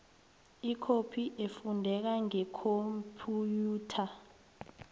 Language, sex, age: South Ndebele, female, 23